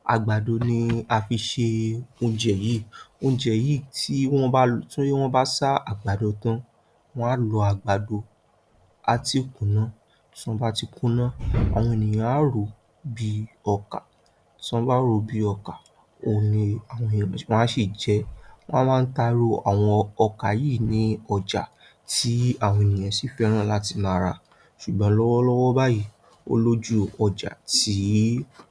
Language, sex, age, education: Yoruba, male, 30-45, tertiary